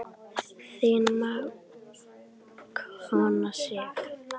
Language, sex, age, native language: Icelandic, female, 10, Icelandic